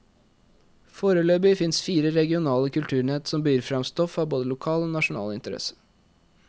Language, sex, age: Norwegian, male, 21